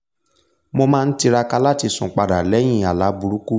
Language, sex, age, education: Yoruba, male, 15-29, tertiary